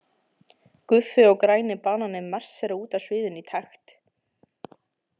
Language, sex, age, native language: Icelandic, female, 20-29, Icelandic